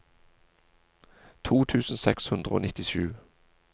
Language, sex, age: Norwegian, male, 40